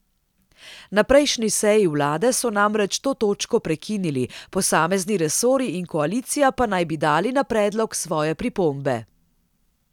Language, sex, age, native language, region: Slovenian, female, 30-49, Slovenian, Central Slovenia